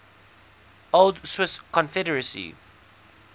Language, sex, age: English, male, 19